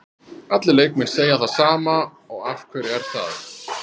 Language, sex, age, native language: Icelandic, male, 30-39, Icelandic